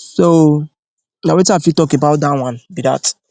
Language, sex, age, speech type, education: Nigerian Pidgin, male, 15-29, spontaneous, tertiary